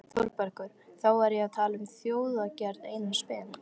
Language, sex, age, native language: Icelandic, female, 13, Icelandic